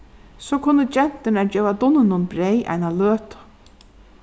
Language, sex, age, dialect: Faroese, female, 36-60, Suðurstreymoy